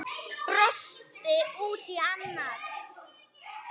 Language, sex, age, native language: Icelandic, female, 9, Icelandic